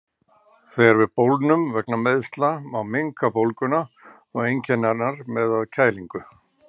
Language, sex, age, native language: Icelandic, male, 60-69, Icelandic